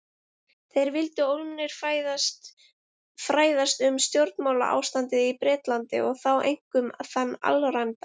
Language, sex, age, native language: Icelandic, female, 20-29, Icelandic